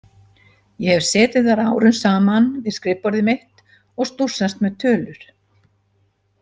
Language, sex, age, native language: Icelandic, female, 70-79, Icelandic